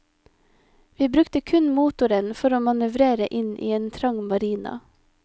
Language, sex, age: Norwegian, female, 25